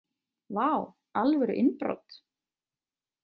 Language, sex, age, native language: Icelandic, female, 20-29, Icelandic